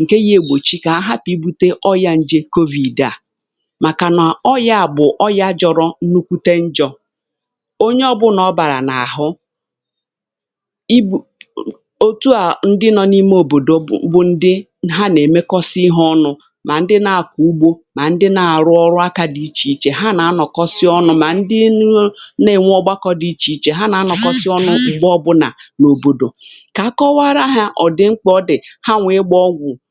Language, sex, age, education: Igbo, female, 46-60, tertiary